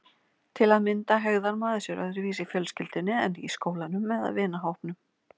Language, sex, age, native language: Icelandic, female, 40-49, Icelandic